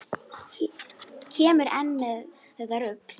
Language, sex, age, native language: Icelandic, female, 10, Icelandic